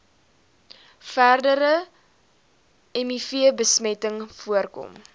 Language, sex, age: Afrikaans, female, 19